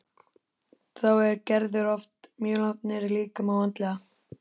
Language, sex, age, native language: Icelandic, male, 13, Icelandic